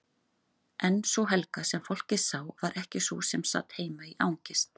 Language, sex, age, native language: Icelandic, female, 40-49, Icelandic